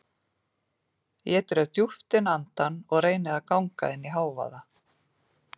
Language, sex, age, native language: Icelandic, female, 40-49, Icelandic